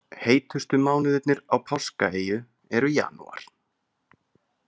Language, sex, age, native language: Icelandic, male, 30-39, Icelandic